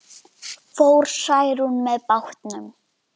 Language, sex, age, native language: Icelandic, female, 10, Icelandic